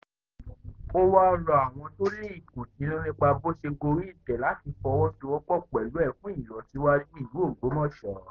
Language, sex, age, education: Yoruba, male, 15-29, tertiary